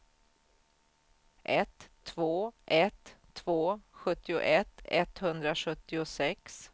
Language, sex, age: Swedish, female, 44